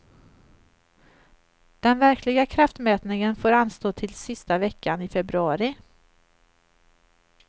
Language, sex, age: Swedish, female, 38